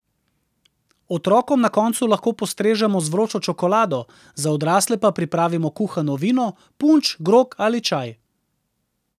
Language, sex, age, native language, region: Slovenian, male, 30-49, Slovenian, Central Slovenia